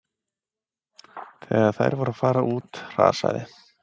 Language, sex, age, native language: Icelandic, male, 20-29, Icelandic